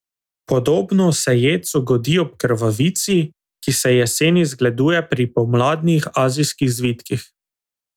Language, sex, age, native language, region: Slovenian, male, 18-29, Slovenian, Drava region